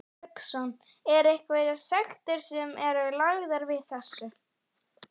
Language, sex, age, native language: Icelandic, female, 11, Icelandic